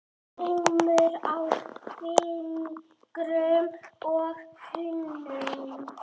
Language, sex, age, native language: Icelandic, female, 8, Icelandic